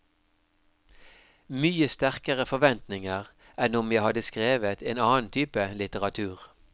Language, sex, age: Norwegian, male, 52